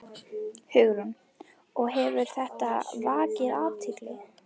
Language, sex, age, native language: Icelandic, female, 12, Icelandic